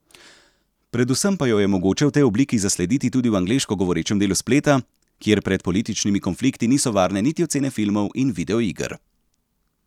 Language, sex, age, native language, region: Slovenian, male, 30-49, Slovenian, Central Slovenia